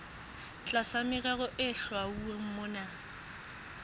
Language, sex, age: Southern Sotho, female, 21